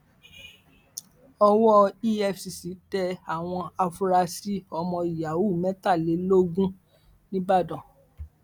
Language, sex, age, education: Yoruba, female, 46-60, tertiary